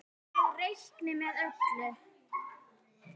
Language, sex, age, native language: Icelandic, female, 9, Icelandic